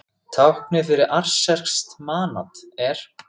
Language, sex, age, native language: Icelandic, male, 6, Icelandic